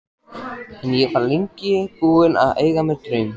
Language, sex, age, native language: Icelandic, male, 14, Icelandic